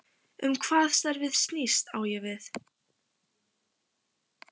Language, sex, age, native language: Icelandic, female, 15, Icelandic